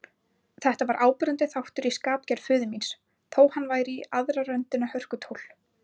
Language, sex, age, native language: Icelandic, female, 20-29, Icelandic